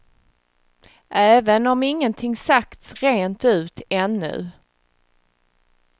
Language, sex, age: Swedish, female, 36